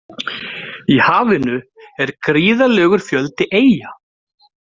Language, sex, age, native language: Icelandic, male, 30-39, Icelandic